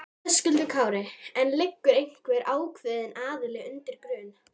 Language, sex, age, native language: Icelandic, female, 12, Icelandic